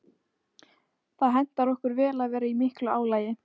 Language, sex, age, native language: Icelandic, female, 18-19, Icelandic